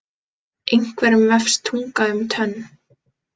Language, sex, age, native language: Icelandic, female, 20-29, Icelandic